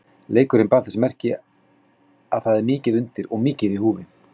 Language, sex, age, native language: Icelandic, male, 40-49, Icelandic